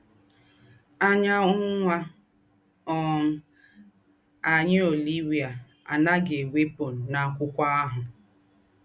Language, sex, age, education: Igbo, female, 30-45, tertiary